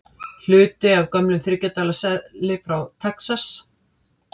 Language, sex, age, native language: Icelandic, female, 50-59, Icelandic